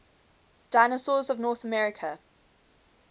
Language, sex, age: English, female, 21